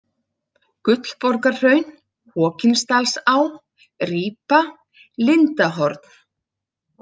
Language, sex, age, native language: Icelandic, female, 40-49, Icelandic